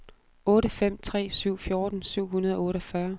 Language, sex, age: Danish, female, 32